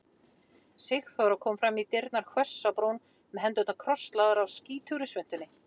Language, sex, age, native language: Icelandic, female, 40-49, Icelandic